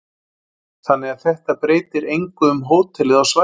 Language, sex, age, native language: Icelandic, male, 40-49, Icelandic